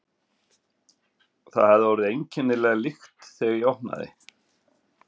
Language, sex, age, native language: Icelandic, male, 50-59, Icelandic